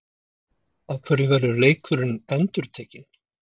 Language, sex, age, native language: Icelandic, male, 50-59, Icelandic